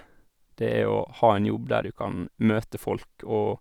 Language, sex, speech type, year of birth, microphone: Norwegian, male, spontaneous, 1986, Sennheiser